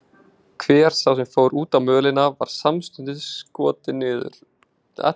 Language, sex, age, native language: Icelandic, male, 20-29, Icelandic